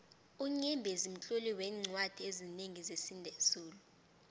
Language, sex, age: South Ndebele, female, 19